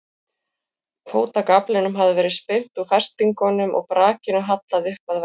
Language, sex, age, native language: Icelandic, female, 40-49, Icelandic